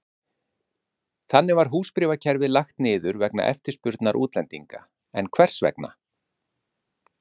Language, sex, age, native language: Icelandic, male, 50-59, Icelandic